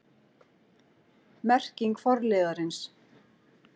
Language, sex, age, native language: Icelandic, female, 40-49, Icelandic